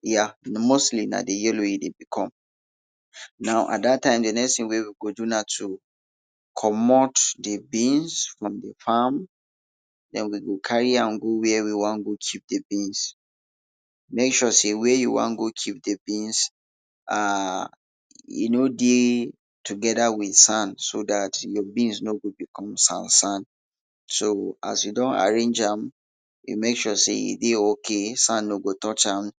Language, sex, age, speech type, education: Nigerian Pidgin, male, 30-45, spontaneous, tertiary